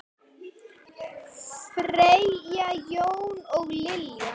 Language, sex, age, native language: Icelandic, male, 8, Icelandic